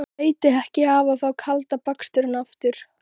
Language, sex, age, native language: Icelandic, female, 13, Icelandic